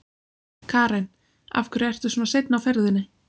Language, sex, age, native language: Icelandic, female, 20-29, Icelandic